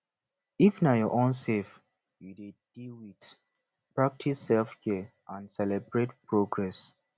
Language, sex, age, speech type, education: Nigerian Pidgin, male, 15-29, spontaneous, tertiary